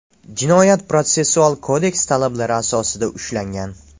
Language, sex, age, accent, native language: Uzbek, male, 18-24, Namangan, Uzbek